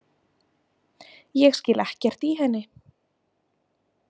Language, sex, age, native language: Icelandic, female, 20-29, Icelandic